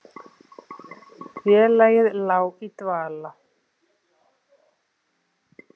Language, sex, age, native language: Icelandic, male, 7, Icelandic